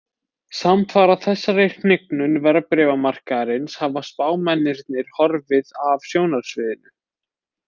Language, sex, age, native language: Icelandic, male, 20-29, Icelandic